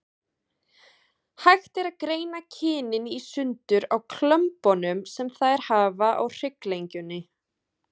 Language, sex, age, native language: Icelandic, female, 20-29, Icelandic